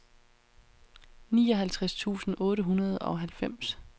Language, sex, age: Danish, female, 31